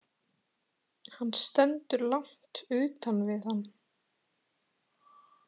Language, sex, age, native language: Icelandic, female, 30-39, Icelandic